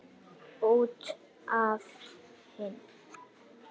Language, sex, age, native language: Icelandic, male, 8, Icelandic